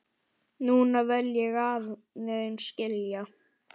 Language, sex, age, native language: Icelandic, male, 10, Icelandic